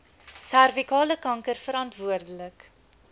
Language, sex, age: Afrikaans, female, 20